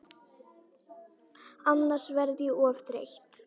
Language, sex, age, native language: Icelandic, female, 9, Icelandic